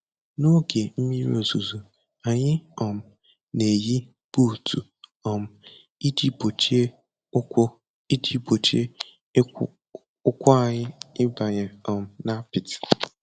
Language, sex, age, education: Igbo, male, 15-29, tertiary